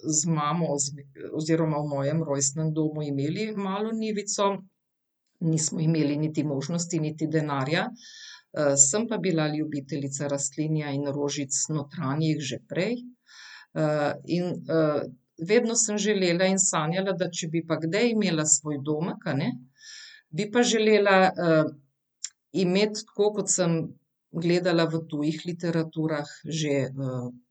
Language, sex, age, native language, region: Slovenian, female, 50-59, Slovenian, Central Slovenia